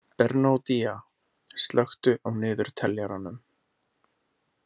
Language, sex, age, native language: Icelandic, male, 20-29, Icelandic